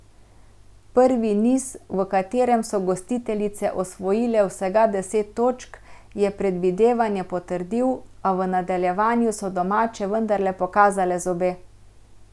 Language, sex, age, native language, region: Slovenian, female, 30-49, Slovenian, Central Slovenia